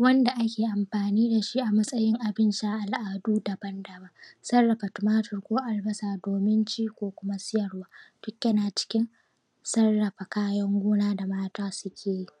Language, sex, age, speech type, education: Hausa, female, 15-29, spontaneous, primary